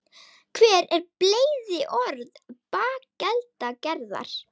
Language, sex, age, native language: Icelandic, female, 18-19, Icelandic